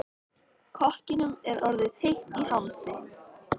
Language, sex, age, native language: Icelandic, female, 13, Icelandic